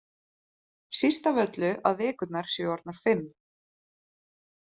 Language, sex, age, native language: Icelandic, female, 30-39, Icelandic